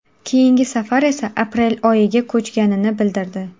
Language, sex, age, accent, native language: Uzbek, female, 18-24, Qashqadaryo, Uzbek